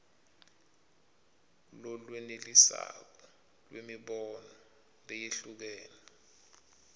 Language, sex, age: Swati, male, 25